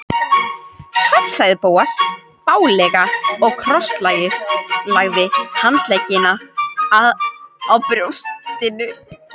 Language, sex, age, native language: Icelandic, female, 13, Icelandic